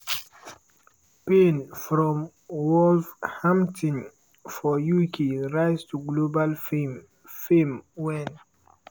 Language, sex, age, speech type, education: Nigerian Pidgin, male, 15-29, spontaneous, tertiary